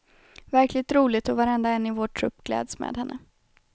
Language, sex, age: Swedish, female, 21